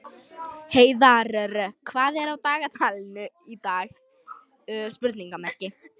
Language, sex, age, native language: Icelandic, female, 18-19, Lithuanian